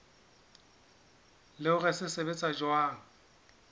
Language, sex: Southern Sotho, male